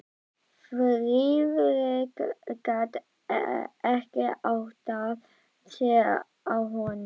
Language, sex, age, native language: Icelandic, female, 12, Icelandic